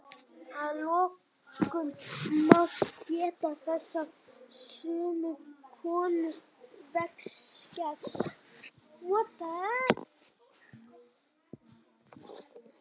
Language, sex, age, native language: Icelandic, male, 18-19, Icelandic